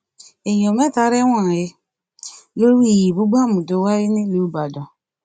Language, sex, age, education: Yoruba, female, 30-45, tertiary